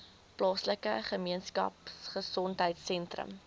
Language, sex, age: Afrikaans, female, 19